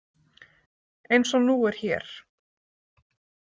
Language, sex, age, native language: Icelandic, female, 40-49, Icelandic